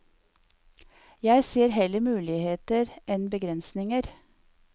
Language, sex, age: Norwegian, female, 54